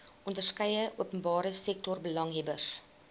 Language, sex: Afrikaans, female